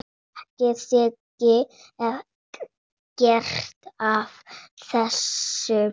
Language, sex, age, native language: Icelandic, female, 8, Icelandic